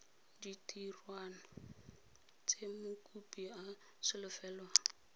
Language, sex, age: Tswana, female, 22